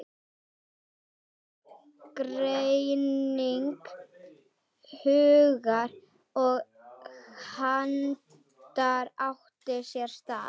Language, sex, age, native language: Icelandic, female, 12, Icelandic